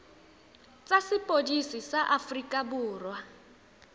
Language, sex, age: Tswana, female, 18